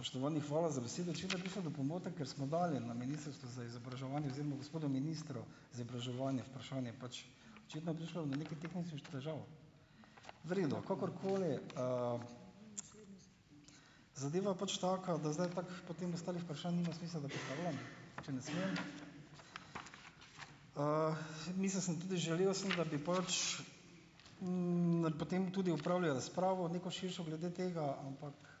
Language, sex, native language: Slovenian, male, Slovenian